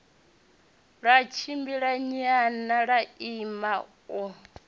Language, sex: Venda, female